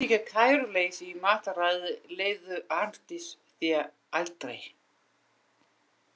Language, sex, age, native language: Icelandic, female, 50-59, Danish